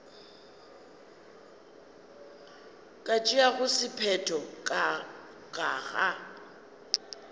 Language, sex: Northern Sotho, female